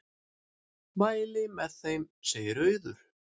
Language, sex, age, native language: Icelandic, male, 6, Icelandic